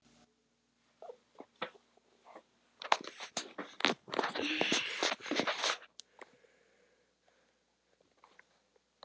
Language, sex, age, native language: Icelandic, female, 8, Icelandic